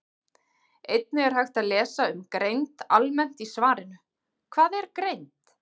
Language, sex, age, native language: Icelandic, female, 40-49, Icelandic